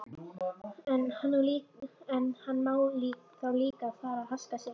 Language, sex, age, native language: Icelandic, female, 11, Icelandic